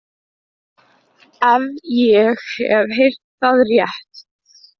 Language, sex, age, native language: Icelandic, female, 14, Icelandic